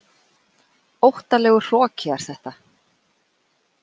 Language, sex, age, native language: Icelandic, female, 40-49, Icelandic